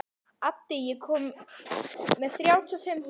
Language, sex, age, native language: Icelandic, female, 11, Icelandic